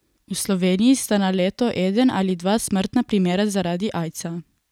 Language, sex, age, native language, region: Slovenian, female, 18-29, Slovenian, Coastal Karst region